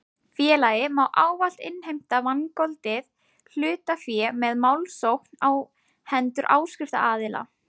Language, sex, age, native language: Icelandic, female, 20-29, Icelandic